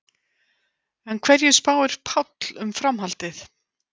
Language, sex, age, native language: Icelandic, female, 50-59, Icelandic